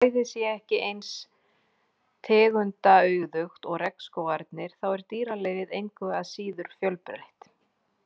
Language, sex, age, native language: Icelandic, female, 40-49, Icelandic